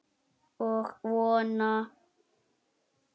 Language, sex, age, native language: Icelandic, male, 6, Icelandic